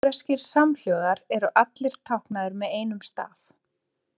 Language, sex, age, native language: Icelandic, female, 30-39, Icelandic